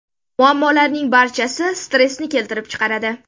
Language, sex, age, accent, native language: Uzbek, female, 19-29, Sirdaryo, Uzbek